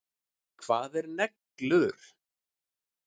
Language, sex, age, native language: Icelandic, male, 6, Icelandic